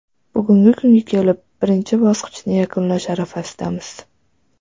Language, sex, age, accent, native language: Uzbek, female, 12-17, Toshkent viloyati, Uzbek